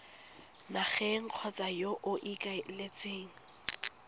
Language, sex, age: Tswana, female, 19